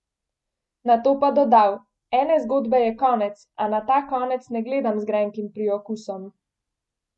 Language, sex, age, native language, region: Slovenian, female, 18-29, Slovenian, Central Slovenia